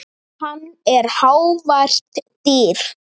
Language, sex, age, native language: Icelandic, male, 9, Icelandic